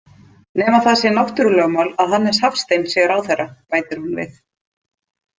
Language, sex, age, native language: Icelandic, female, 30-39, Icelandic